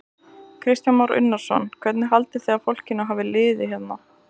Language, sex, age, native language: Icelandic, female, 20-29, Icelandic